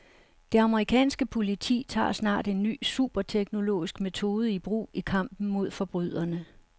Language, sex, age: Danish, female, 69